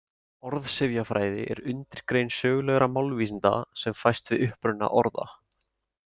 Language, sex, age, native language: Icelandic, male, 18-19, Icelandic